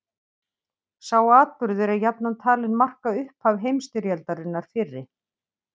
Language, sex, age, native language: Icelandic, female, 50-59, Icelandic